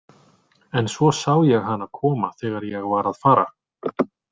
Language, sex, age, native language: Icelandic, male, 40-49, Icelandic